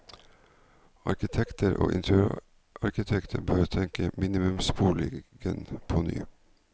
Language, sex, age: Norwegian, male, 49